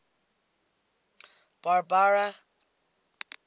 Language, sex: English, female